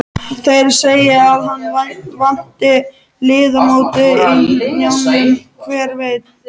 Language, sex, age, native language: Icelandic, male, 13, Icelandic